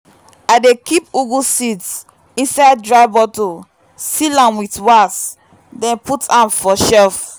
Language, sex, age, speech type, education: Nigerian Pidgin, female, 15-29, spontaneous, tertiary